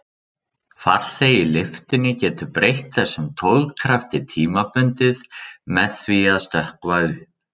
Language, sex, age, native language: Icelandic, male, 30-39, Icelandic